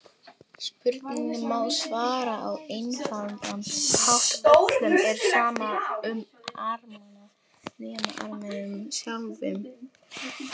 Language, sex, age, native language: Icelandic, female, 20-29, Polish